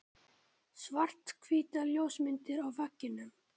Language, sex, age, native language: Icelandic, male, 18-19, Icelandic